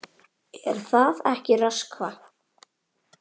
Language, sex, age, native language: Icelandic, female, 18-19, Icelandic